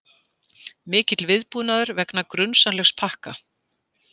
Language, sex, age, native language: Icelandic, female, 60-69, Icelandic